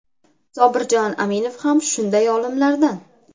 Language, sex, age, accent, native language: Uzbek, female, under 19, Namangan, Uzbek